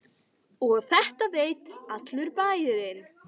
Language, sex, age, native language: Icelandic, female, 10, Icelandic